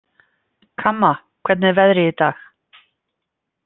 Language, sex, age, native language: Icelandic, female, 50-59, Icelandic